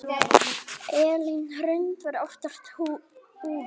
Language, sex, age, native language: Icelandic, female, 9, Icelandic